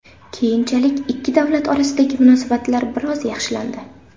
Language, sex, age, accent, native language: Uzbek, female, 18-24, Samarqand, Uzbek